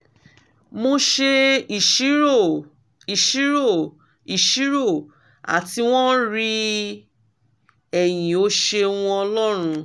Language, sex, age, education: Yoruba, female, 30-45, tertiary